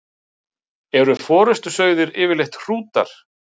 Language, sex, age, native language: Icelandic, male, 50-59, Icelandic